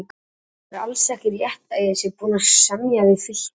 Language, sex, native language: Icelandic, male, Icelandic